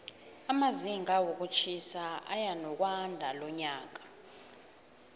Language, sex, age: South Ndebele, female, 18